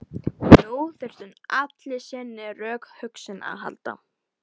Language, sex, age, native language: Icelandic, female, 12, Icelandic